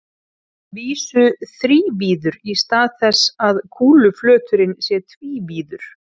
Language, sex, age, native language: Icelandic, female, 30-39, Icelandic